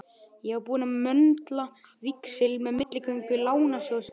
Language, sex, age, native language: Icelandic, male, 11, Icelandic